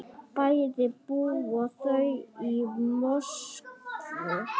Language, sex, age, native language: Icelandic, female, 9, Icelandic